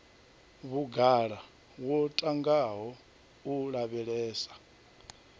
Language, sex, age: Venda, male, 39